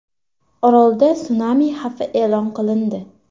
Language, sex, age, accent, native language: Uzbek, female, 18-24, Farg'ona, Uzbek